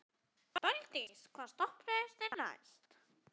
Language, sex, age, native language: Icelandic, female, 18-19, Icelandic